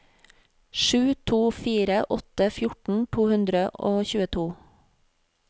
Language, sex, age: Norwegian, female, 40